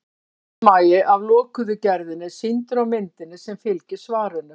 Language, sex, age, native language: Icelandic, female, 60-69, Icelandic